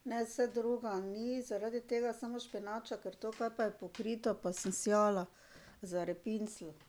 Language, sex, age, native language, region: Slovenian, female, 60+, Slovenian, Drava region